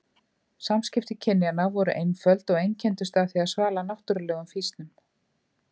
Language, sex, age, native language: Icelandic, female, 50-59, Icelandic